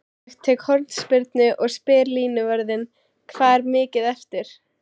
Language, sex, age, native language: Icelandic, female, 16, Icelandic